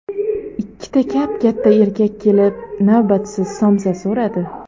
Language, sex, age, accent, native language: Uzbek, female, 30-39, Xorazm, Uzbek